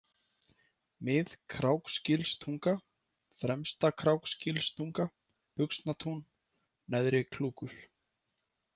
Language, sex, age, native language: Icelandic, male, 30-39, Icelandic